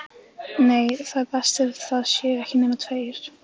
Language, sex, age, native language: Icelandic, female, 15, Icelandic